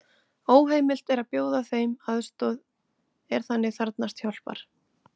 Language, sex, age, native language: Icelandic, female, 40-49, Icelandic